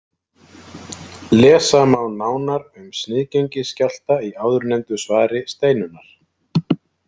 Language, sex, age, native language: Icelandic, male, 30-39, Icelandic